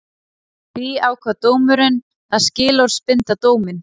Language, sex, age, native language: Icelandic, female, 30-39, Icelandic